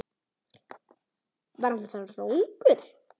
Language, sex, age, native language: Icelandic, female, 10, Icelandic